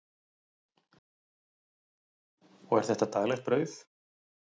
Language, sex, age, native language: Icelandic, male, 40-49, Icelandic